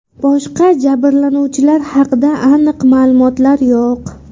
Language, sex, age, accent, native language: Uzbek, female, under 19, Qashqadaryo, Uzbek